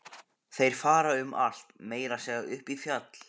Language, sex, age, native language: Icelandic, male, 15, Icelandic